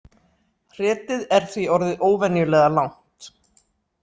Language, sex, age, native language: Icelandic, female, 60-69, Icelandic